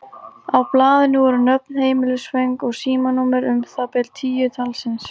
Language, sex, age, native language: Icelandic, female, 18-19, Icelandic